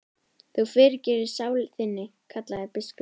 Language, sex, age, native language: Icelandic, female, 11, Icelandic